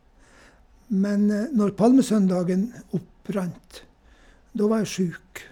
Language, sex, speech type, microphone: Norwegian, male, spontaneous, Shure